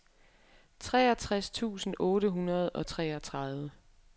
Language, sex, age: Danish, female, 23